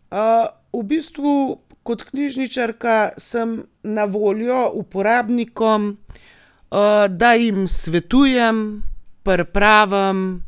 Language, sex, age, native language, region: Slovenian, female, 30-49, Slovenian, Gorenjska region